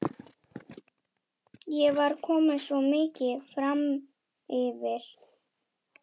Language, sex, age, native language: Icelandic, female, 11, German